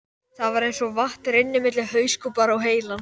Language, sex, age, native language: Icelandic, male, 12, Icelandic